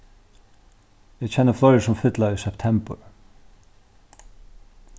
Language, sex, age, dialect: Faroese, male, 36-60, Norðurstreymoy/Eysturoy